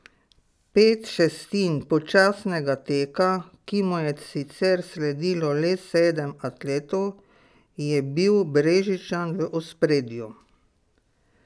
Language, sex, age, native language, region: Slovenian, female, 60+, Slovenian, Pomurje region